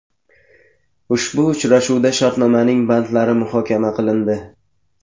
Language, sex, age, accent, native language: Uzbek, male, 18-24, Jizzax, Uzbek